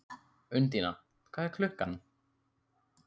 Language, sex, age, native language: Icelandic, male, 15, Icelandic